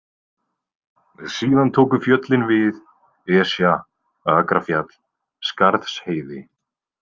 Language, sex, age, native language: Icelandic, male, 20-29, Icelandic